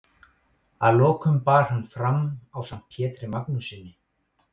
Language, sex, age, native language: Icelandic, male, 18-19, Icelandic